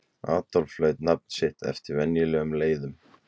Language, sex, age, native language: Icelandic, male, 20-29, Icelandic